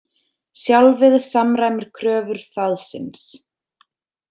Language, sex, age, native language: Icelandic, female, 30-39, Icelandic